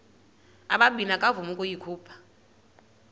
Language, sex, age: Xhosa, female, 30